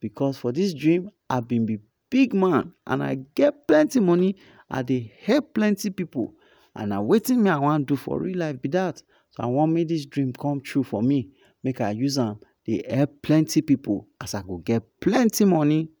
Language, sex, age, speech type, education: Nigerian Pidgin, male, 15-29, spontaneous, tertiary